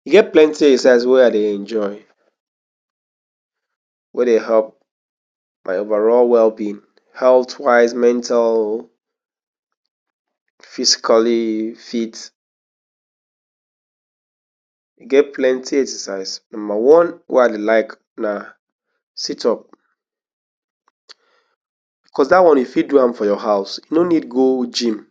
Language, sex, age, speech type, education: Nigerian Pidgin, male, 15-29, spontaneous, tertiary